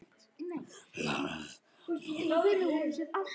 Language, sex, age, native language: Icelandic, male, 9, Icelandic